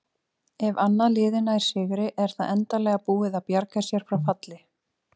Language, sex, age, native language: Icelandic, female, 30-39, Icelandic